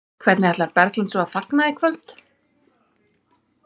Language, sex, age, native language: Icelandic, female, 30-39, Icelandic